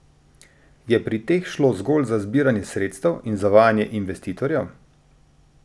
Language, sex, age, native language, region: Slovenian, male, 30-49, Slovenian, Drava region